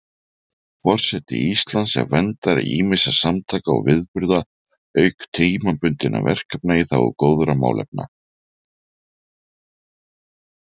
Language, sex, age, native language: Icelandic, male, 40-49, Icelandic